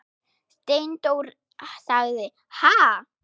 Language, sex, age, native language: Icelandic, male, 6, Icelandic